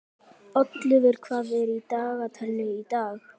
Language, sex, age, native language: Icelandic, female, 60-69, Icelandic